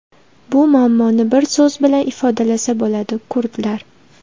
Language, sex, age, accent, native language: Uzbek, female, 19-29, Andijon, Uzbek